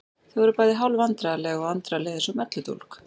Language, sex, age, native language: Icelandic, female, 40-49, Icelandic